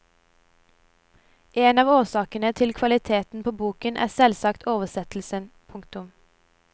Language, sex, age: Norwegian, female, 17